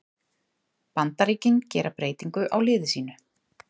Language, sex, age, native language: Icelandic, female, 30-39, Icelandic